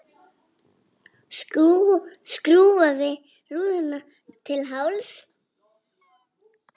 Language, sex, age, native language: Icelandic, female, 10, Icelandic